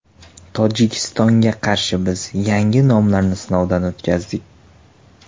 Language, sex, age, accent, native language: Uzbek, male, 18-24, Toshkent shahri, Uzbek